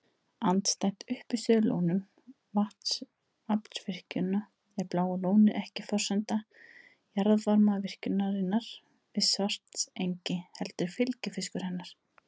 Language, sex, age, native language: Icelandic, female, 30-39, Icelandic